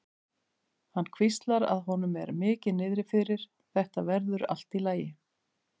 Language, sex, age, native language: Icelandic, female, 50-59, Icelandic